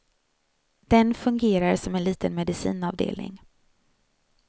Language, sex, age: Swedish, female, 35